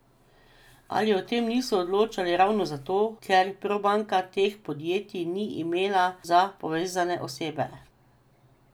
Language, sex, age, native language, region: Slovenian, female, 50-59, Slovenian, Drava region